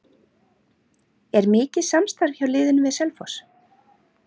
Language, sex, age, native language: Icelandic, female, 40-49, Icelandic